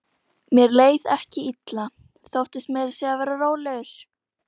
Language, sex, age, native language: Icelandic, female, 12, Icelandic